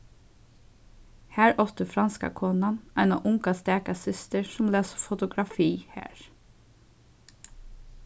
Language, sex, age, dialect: Faroese, female, 15-35, Suðurstreymoy